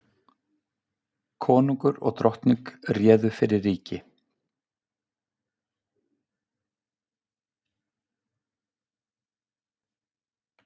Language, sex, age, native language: Icelandic, male, 50-59, Icelandic